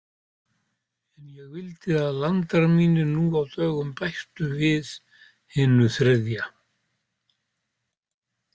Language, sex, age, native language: Icelandic, male, 70-79, Icelandic